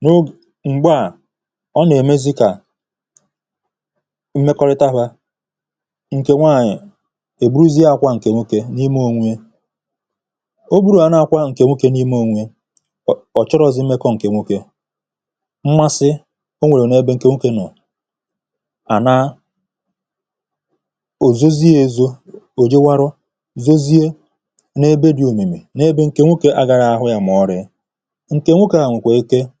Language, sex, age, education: Igbo, male, 30-45, tertiary